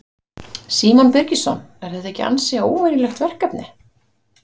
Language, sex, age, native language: Icelandic, female, 50-59, Icelandic